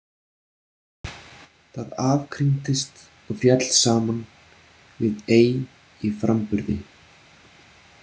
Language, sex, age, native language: Icelandic, male, 40-49, Icelandic